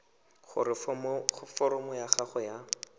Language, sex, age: Tswana, male, 19